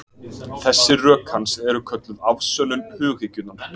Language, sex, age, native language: Icelandic, male, 20-29, Icelandic